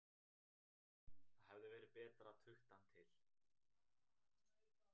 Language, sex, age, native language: Icelandic, male, 18-19, Icelandic